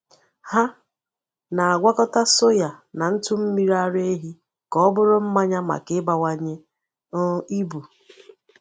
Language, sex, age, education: Igbo, female, 30-45, tertiary